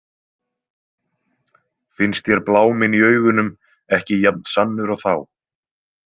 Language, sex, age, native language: Icelandic, male, 20-29, Icelandic